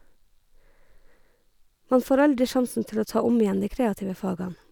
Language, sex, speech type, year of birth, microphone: Norwegian, female, spontaneous, 1969, Sennheiser